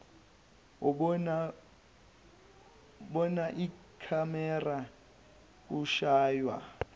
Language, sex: Zulu, male